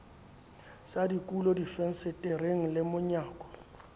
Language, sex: Southern Sotho, male